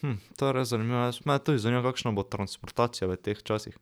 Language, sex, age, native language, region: Slovenian, male, 12-17, Slovenian, Drava region